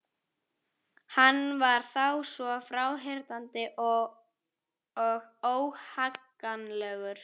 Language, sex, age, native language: Icelandic, female, 11, Icelandic